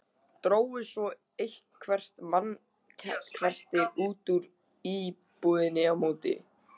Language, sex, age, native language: Icelandic, male, 14, Icelandic